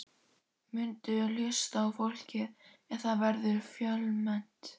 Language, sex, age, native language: Icelandic, female, 12, Icelandic